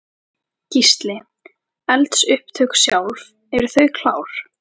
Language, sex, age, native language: Icelandic, female, 14, Icelandic